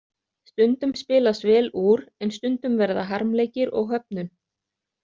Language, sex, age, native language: Icelandic, other, 30-39, Icelandic